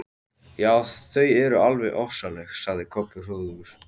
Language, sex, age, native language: Icelandic, male, 13, Icelandic